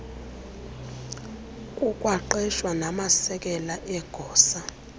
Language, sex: Xhosa, female